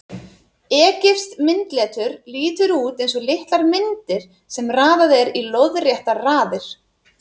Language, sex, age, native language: Icelandic, female, 30-39, Icelandic